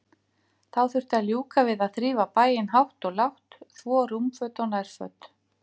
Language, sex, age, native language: Icelandic, female, 50-59, Icelandic